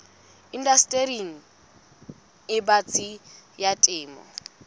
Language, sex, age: Southern Sotho, female, 20